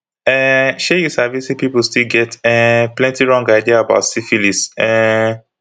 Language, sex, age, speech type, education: Nigerian Pidgin, male, 15-29, spontaneous, tertiary